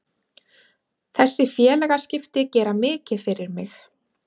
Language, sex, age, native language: Icelandic, female, 30-39, Icelandic